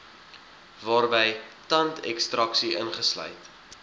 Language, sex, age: Afrikaans, male, 19